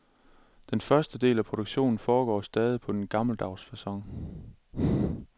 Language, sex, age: Danish, male, 27